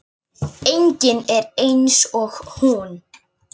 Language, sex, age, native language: Icelandic, male, 9, Icelandic